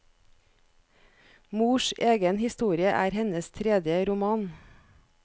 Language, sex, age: Norwegian, female, 41